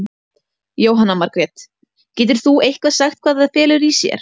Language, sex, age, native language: Icelandic, female, 18-19, Icelandic